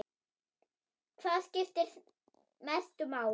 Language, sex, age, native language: Icelandic, female, 9, German